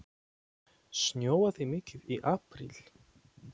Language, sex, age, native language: Icelandic, male, 20-29, Polish